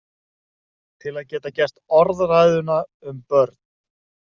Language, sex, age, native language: Icelandic, male, 30-39, Icelandic